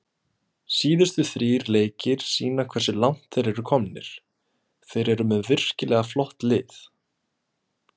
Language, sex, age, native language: Icelandic, male, 20-29, Icelandic